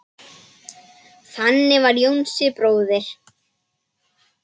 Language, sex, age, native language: Icelandic, female, 10, Icelandic